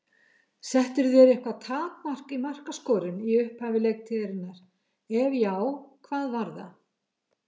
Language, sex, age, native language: Icelandic, female, 70-79, Icelandic